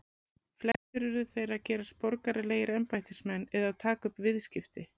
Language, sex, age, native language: Icelandic, female, 40-49, Icelandic